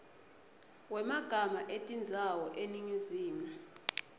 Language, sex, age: Swati, female, 22